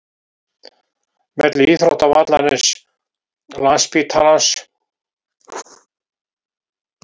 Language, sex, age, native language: Icelandic, male, 70-79, Icelandic